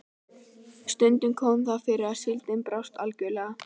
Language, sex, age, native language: Icelandic, female, 12, Icelandic